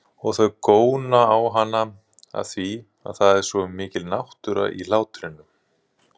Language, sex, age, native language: Icelandic, male, 30-39, Icelandic